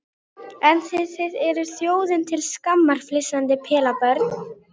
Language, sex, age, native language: Icelandic, female, 12, Icelandic